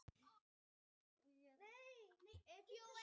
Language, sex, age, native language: Icelandic, male, 18-19, Icelandic